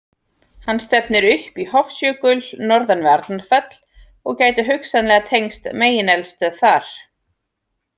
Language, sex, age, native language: Icelandic, female, 40-49, Icelandic